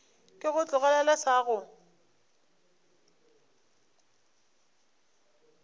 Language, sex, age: Northern Sotho, female, 25